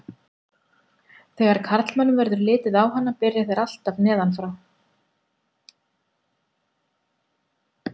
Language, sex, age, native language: Icelandic, female, 40-49, Icelandic